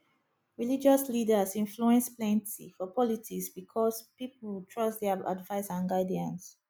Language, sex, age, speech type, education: Nigerian Pidgin, female, 30-45, spontaneous, tertiary